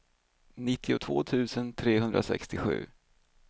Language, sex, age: Swedish, male, 38